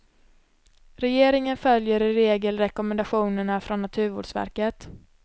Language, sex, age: Swedish, female, 26